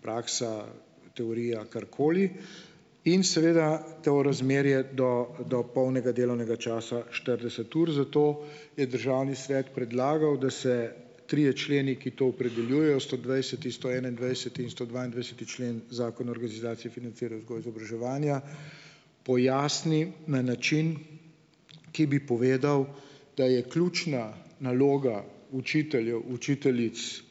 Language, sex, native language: Slovenian, male, Slovenian